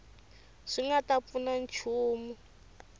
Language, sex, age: Tsonga, female, 24